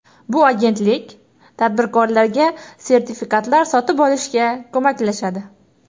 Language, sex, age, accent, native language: Uzbek, female, 18-24, Toshkent shahri, Uzbek